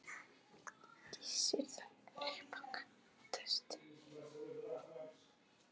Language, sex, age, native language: Icelandic, female, 11, Polish